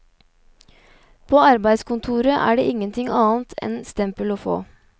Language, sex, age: Norwegian, female, 29